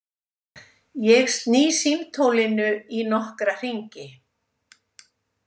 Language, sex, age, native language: Icelandic, female, 70-79, Icelandic